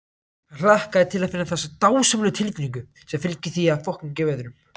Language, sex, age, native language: Icelandic, other, 18-19, Icelandic